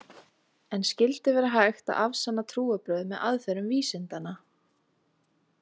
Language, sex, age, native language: Icelandic, female, 20-29, Icelandic